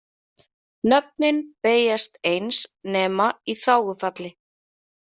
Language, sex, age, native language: Icelandic, female, 30-39, Icelandic